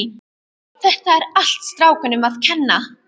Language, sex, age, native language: Icelandic, female, 12, Icelandic